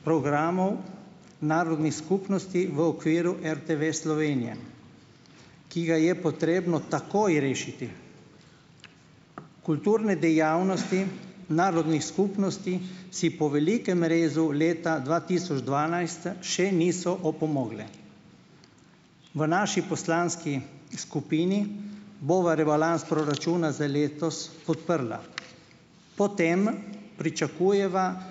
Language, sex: Slovenian, male